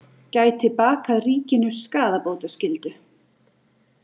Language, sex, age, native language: Icelandic, female, 30-39, Icelandic